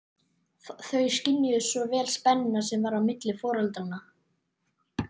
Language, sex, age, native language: Icelandic, male, 12, Icelandic